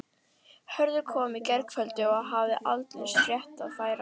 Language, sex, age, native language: Icelandic, female, 11, Icelandic